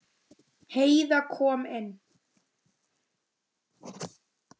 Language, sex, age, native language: Icelandic, male, 9, Icelandic